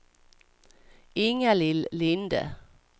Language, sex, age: Swedish, female, 55